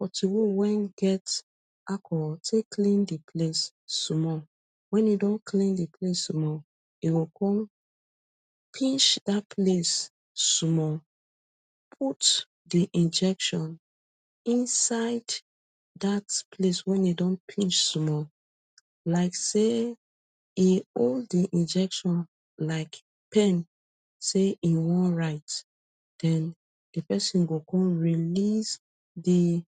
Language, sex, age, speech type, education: Nigerian Pidgin, female, 30-45, spontaneous, tertiary